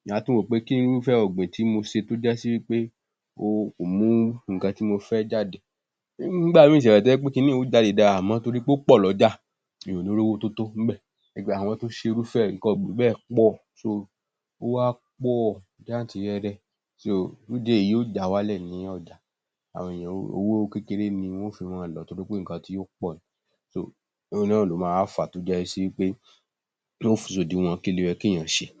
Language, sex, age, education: Yoruba, male, 30-45, tertiary